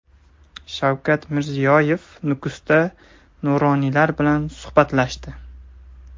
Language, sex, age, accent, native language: Uzbek, male, 18-24, Toshkent viloyati, Uzbek